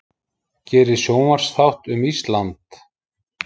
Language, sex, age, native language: Icelandic, male, 50-59, Icelandic